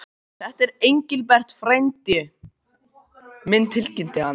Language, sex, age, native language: Icelandic, male, 13, Icelandic